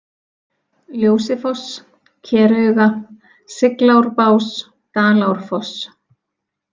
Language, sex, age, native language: Icelandic, female, 40-49, Icelandic